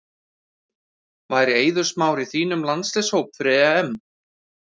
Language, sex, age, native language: Icelandic, male, 40-49, Icelandic